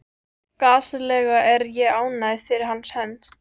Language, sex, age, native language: Icelandic, female, 13, Icelandic